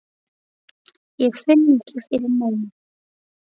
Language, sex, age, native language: Icelandic, female, 8, Icelandic